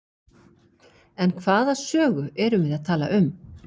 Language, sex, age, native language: Icelandic, female, 40-49, Icelandic